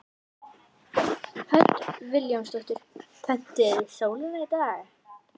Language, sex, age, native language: Icelandic, female, 11, Icelandic